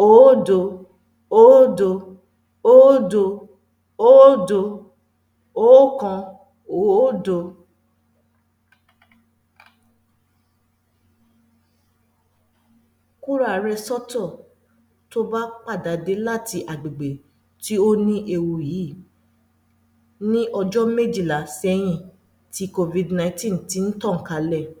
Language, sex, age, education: Yoruba, female, 30-45, tertiary